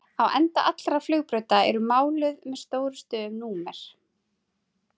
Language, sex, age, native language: Icelandic, female, 30-39, Icelandic